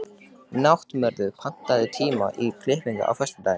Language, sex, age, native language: Icelandic, male, 13, Icelandic